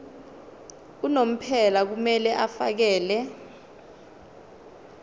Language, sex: Zulu, female